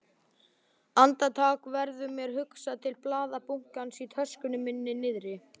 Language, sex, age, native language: Icelandic, male, 12, Icelandic